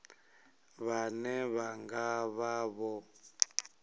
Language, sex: Venda, male